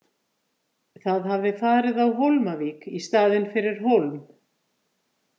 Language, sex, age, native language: Icelandic, female, 50-59, Icelandic